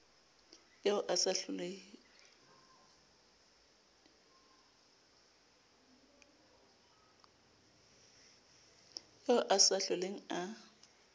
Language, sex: Southern Sotho, female